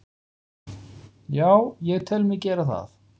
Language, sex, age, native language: Icelandic, male, 40-49, Icelandic